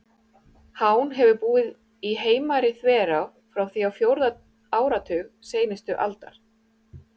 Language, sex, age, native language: Icelandic, female, 40-49, Icelandic